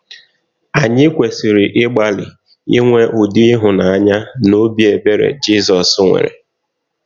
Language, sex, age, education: Igbo, male, 30-45, tertiary